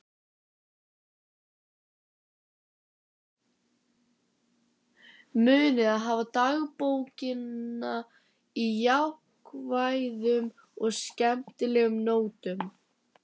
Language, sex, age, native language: Icelandic, other, 11, Icelandic